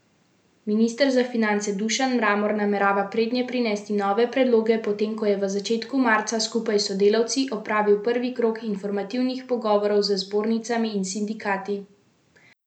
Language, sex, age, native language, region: Slovenian, female, 18-29, Slovenian, Central Slovenia